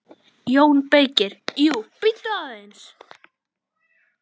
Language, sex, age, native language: Icelandic, male, 10, Icelandic